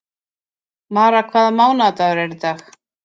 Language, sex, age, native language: Icelandic, female, 50-59, Icelandic